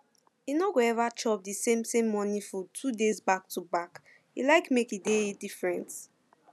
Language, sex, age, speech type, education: Nigerian Pidgin, female, 15-29, spontaneous, secondary